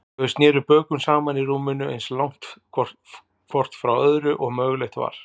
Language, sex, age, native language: Icelandic, male, 40-49, Icelandic